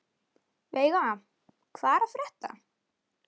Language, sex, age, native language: Icelandic, female, 11, Icelandic